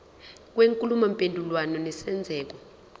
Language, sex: Zulu, female